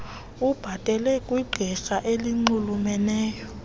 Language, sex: Xhosa, female